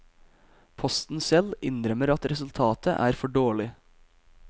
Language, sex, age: Norwegian, male, 22